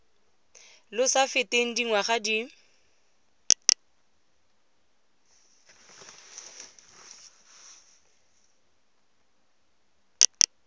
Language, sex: Tswana, female